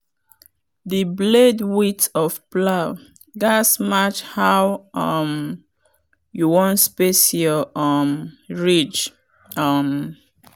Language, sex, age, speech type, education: Nigerian Pidgin, female, 30-45, spontaneous, tertiary